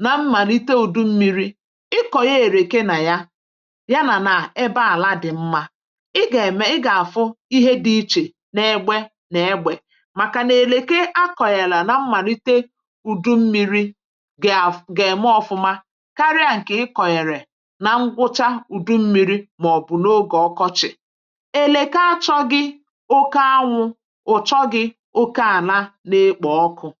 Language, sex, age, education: Igbo, female, 46-60, tertiary